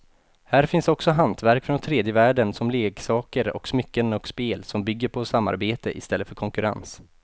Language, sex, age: Swedish, male, 28